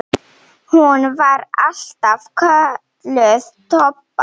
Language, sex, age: Icelandic, female, 7